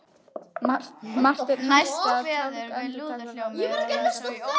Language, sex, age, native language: Icelandic, female, 11, Icelandic